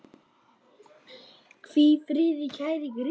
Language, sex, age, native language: Icelandic, male, 9, Icelandic